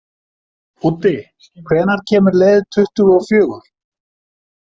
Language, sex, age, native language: Icelandic, male, 50-59, Icelandic